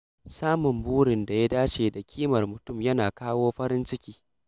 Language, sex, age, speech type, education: Hausa, male, 15-29, read, secondary